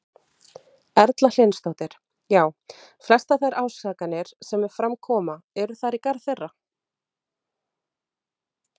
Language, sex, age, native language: Icelandic, female, 30-39, Icelandic